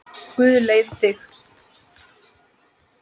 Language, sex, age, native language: Icelandic, male, 10, Icelandic